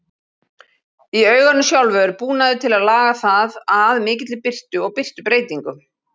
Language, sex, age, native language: Icelandic, female, 40-49, Icelandic